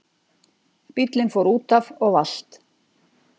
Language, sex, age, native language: Icelandic, female, 40-49, Icelandic